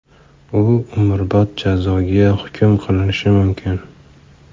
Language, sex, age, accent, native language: Uzbek, male, 25-34, Farg'ona, Uzbek